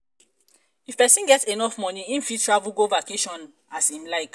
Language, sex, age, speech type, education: Nigerian Pidgin, female, 30-45, spontaneous, tertiary